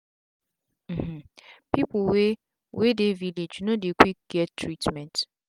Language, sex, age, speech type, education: Nigerian Pidgin, female, 15-29, spontaneous, tertiary